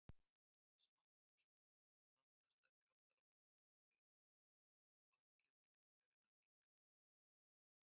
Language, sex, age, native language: Icelandic, male, 70-79, Icelandic